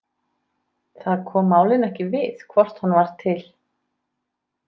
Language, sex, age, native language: Icelandic, female, 30-39, Icelandic